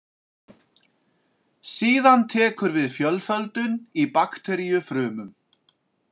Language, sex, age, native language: Icelandic, male, 40-49, Icelandic